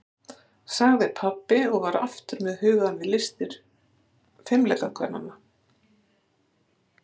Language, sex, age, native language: Icelandic, female, 60-69, Icelandic